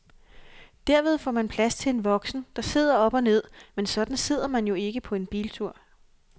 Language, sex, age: Danish, female, 28